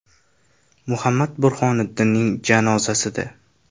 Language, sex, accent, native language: Uzbek, male, Toshkent shahri, Uzbek